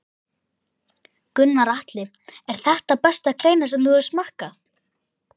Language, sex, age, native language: Icelandic, male, 11, Icelandic